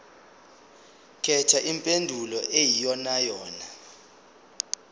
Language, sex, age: Zulu, male, 25